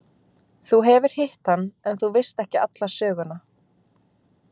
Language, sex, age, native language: Icelandic, female, 20-29, Icelandic